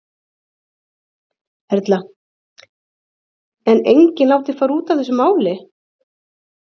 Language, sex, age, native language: Icelandic, female, 30-39, Icelandic